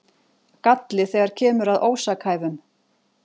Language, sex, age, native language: Icelandic, female, 40-49, Icelandic